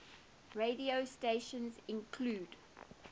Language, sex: English, female